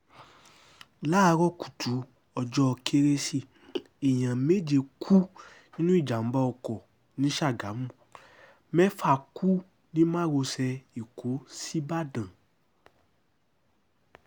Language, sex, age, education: Yoruba, male, 15-29, tertiary